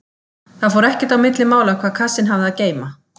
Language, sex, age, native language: Icelandic, female, 50-59, Icelandic